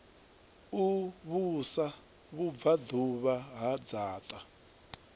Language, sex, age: Venda, male, 39